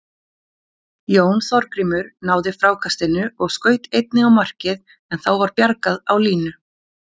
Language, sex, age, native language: Icelandic, female, 40-49, Icelandic